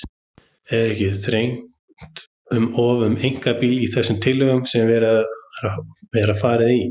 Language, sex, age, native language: Icelandic, male, 30-39, Icelandic